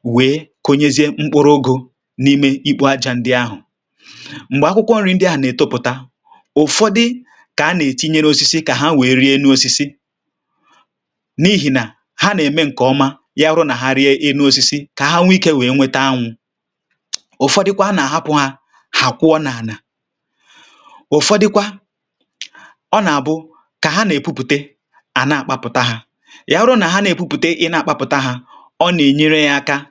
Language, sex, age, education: Igbo, male, 30-45, tertiary